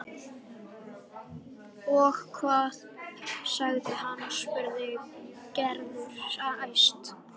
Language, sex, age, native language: Icelandic, male, 11, Icelandic